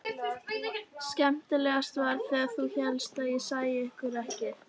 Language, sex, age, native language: Icelandic, female, 13, Icelandic